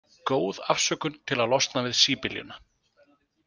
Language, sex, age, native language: Icelandic, male, 20-29, Icelandic